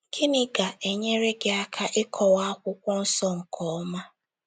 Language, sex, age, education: Igbo, female, 15-29, tertiary